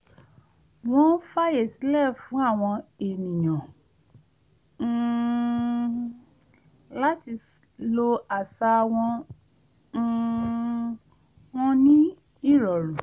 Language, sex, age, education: Yoruba, female, 30-45, tertiary